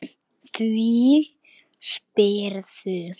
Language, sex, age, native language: Icelandic, male, 9, Icelandic